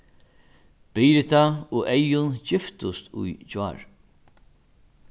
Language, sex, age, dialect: Faroese, male, 61+, Norðurstreymoy/Eysturoy